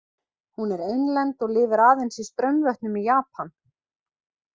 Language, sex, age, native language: Icelandic, female, 20-29, Icelandic